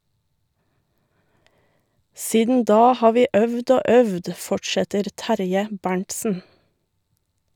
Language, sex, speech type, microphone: Norwegian, female, read, Shure